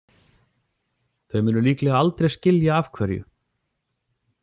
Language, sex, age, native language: Icelandic, male, 40-49, Icelandic